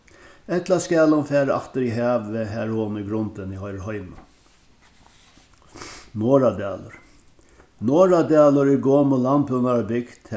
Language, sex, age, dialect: Faroese, male, 61+, Norðurstreymoy/Eysturoy